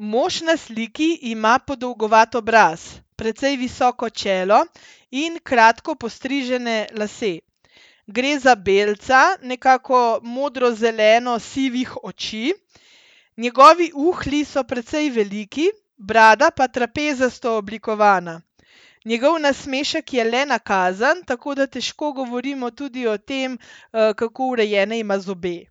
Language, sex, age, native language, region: Slovenian, female, 30-49, Slovenian, Central Slovenia